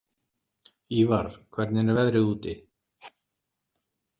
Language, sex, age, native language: Icelandic, male, 60-69, Icelandic